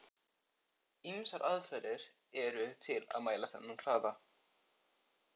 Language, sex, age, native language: Icelandic, male, 14, Icelandic